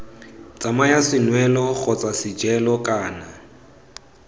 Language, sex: Tswana, male